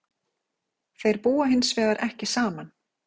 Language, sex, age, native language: Icelandic, female, 40-49, Icelandic